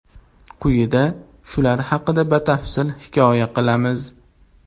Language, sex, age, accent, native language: Uzbek, male, 18-24, Andijon, Uzbek